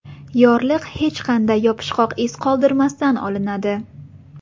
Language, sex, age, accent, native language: Uzbek, female, 18-24, Buxoro, Uzbek